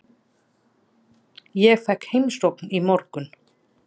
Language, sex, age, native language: Icelandic, female, 30-39, Icelandic